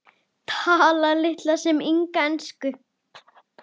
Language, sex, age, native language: Icelandic, female, 10, Icelandic